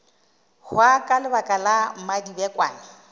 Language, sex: Northern Sotho, female